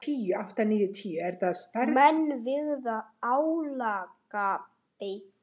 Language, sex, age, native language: Icelandic, female, 60-69, Icelandic